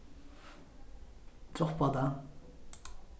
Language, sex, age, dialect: Faroese, male, 15-35, Norðurstreymoy/Eysturoy